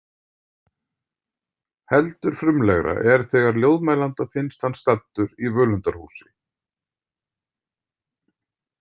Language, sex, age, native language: Icelandic, male, 50-59, Icelandic